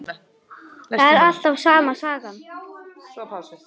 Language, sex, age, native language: Icelandic, male, 8, Icelandic